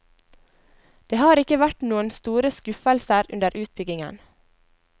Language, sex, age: Norwegian, female, 21